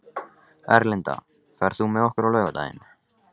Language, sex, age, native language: Icelandic, male, 14, Icelandic